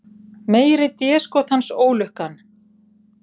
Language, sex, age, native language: Icelandic, female, 30-39, Icelandic